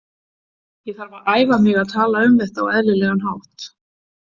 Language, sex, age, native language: Icelandic, female, 50-59, Icelandic